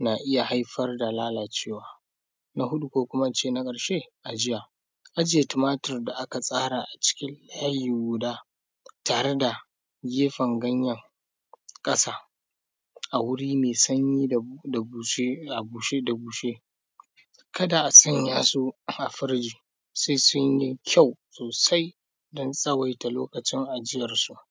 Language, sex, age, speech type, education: Hausa, male, 15-29, spontaneous, primary